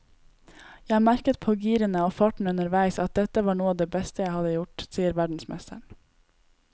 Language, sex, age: Norwegian, female, 18